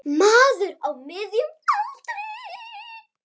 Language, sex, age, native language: Icelandic, female, 9, Icelandic